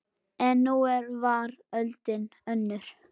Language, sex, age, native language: Icelandic, male, 10, Icelandic